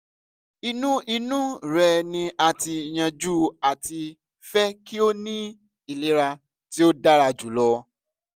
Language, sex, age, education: Yoruba, male, 15-29, secondary